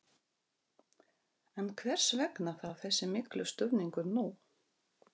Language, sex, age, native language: Icelandic, female, 40-49, Russian